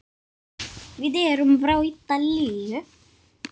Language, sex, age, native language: Icelandic, female, 10, Icelandic